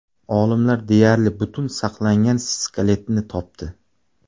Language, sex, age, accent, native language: Uzbek, male, 25-34, Samarqand, Uzbek